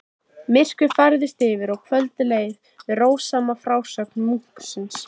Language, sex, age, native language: Icelandic, female, 13, Icelandic